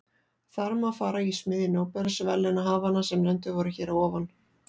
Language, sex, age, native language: Icelandic, female, 40-49, Icelandic